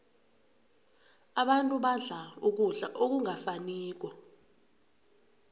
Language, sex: South Ndebele, female